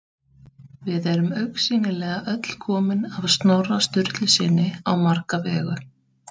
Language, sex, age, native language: Icelandic, female, 30-39, Icelandic